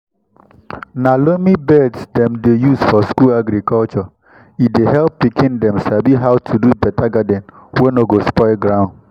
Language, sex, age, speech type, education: Nigerian Pidgin, male, 15-29, spontaneous, tertiary